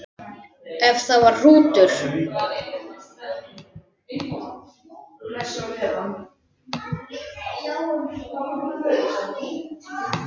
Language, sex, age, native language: Icelandic, male, 10, Icelandic